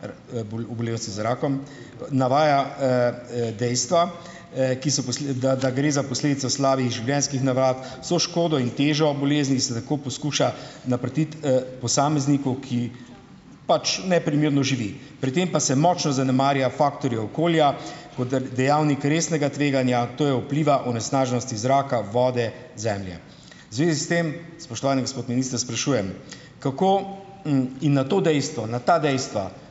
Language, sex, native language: Slovenian, male, Slovenian